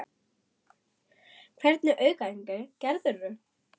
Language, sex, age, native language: Icelandic, female, 11, German